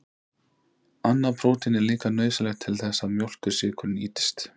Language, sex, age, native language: Icelandic, male, 30-39, Icelandic